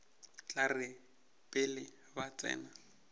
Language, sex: Northern Sotho, male